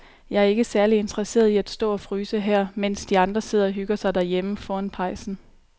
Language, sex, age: Danish, female, 29